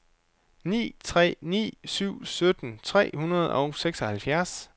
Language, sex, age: Danish, male, 29